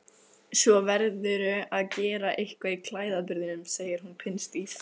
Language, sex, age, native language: Icelandic, female, 15, Icelandic